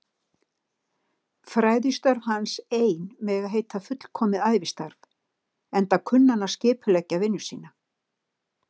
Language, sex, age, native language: Icelandic, female, 60-69, Icelandic